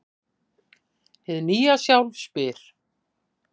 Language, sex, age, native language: Icelandic, female, 50-59, Icelandic